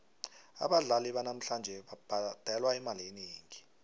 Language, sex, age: South Ndebele, male, 23